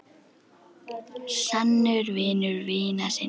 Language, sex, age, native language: Icelandic, female, 10, Icelandic